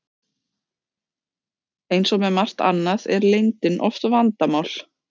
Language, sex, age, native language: Icelandic, female, 30-39, Icelandic